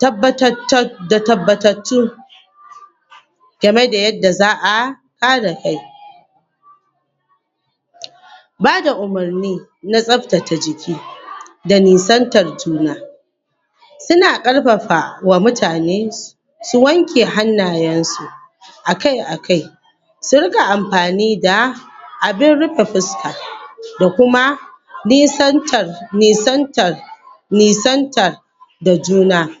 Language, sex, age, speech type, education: Hausa, female, 15-29, spontaneous, tertiary